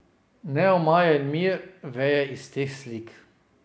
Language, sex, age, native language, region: Slovenian, male, 50-59, Slovenian, Drava region